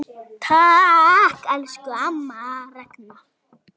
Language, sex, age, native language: Icelandic, male, 9, Icelandic